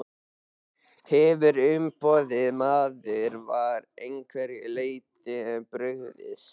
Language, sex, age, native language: Icelandic, male, 13, Icelandic